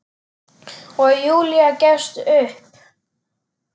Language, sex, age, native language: Icelandic, male, 10, Icelandic